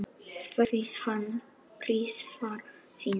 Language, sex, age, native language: Icelandic, male, 9, Icelandic